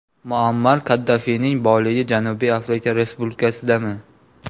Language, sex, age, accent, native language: Uzbek, male, 18-24, Namangan, Uzbek